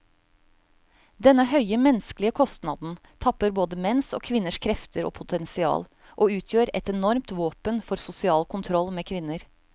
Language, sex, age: Norwegian, female, 35